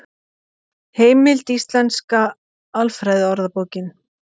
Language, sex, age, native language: Icelandic, female, 50-59, Icelandic